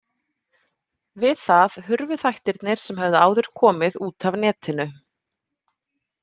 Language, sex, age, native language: Icelandic, female, 30-39, Icelandic